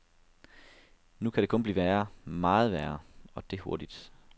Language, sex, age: Danish, male, 32